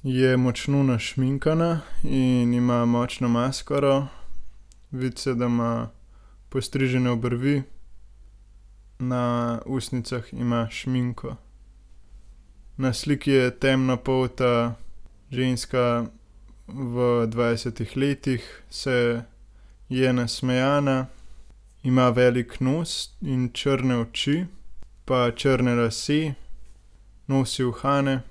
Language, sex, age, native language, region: Slovenian, male, 18-29, Slovenian, Gorenjska region